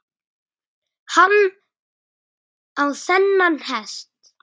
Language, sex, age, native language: Icelandic, male, 8, Icelandic